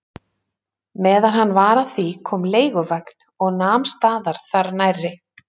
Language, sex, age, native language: Icelandic, female, 30-39, Icelandic